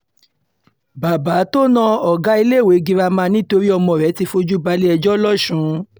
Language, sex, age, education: Yoruba, female, 30-45, tertiary